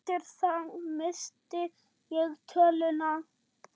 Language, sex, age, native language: Icelandic, male, 6, German